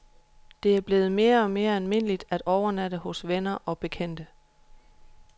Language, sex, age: Danish, female, 31